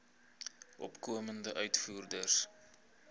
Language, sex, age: Afrikaans, male, 21